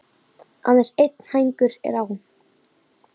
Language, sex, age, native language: Icelandic, male, 9, Icelandic